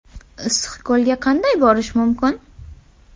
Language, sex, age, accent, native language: Uzbek, female, 18-24, Toshkent viloyati, Uzbek